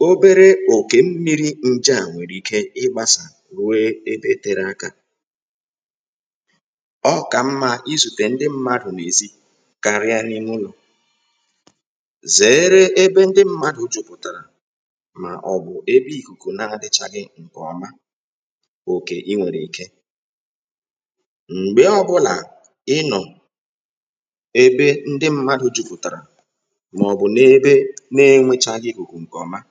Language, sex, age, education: Igbo, male, 46-60, tertiary